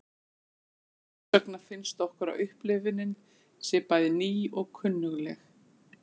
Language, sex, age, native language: Icelandic, female, 40-49, Icelandic